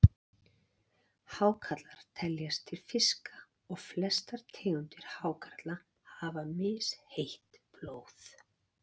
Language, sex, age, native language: Icelandic, female, 40-49, Icelandic